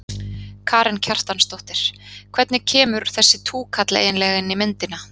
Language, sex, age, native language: Icelandic, female, 30-39, Icelandic